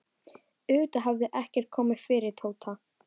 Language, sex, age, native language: Icelandic, female, 12, Icelandic